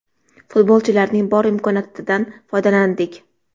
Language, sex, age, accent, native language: Uzbek, female, 12-17, Toshkent shahri, Uzbek